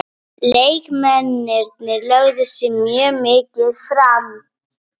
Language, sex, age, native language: Icelandic, female, 30-39, Icelandic